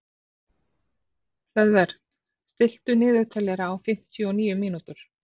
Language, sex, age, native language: Icelandic, female, 40-49, Icelandic